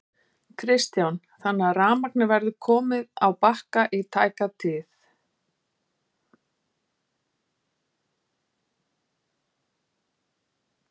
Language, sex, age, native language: Icelandic, female, 50-59, Icelandic